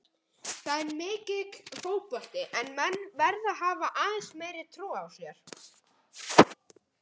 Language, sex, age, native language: Icelandic, male, 18-19, Icelandic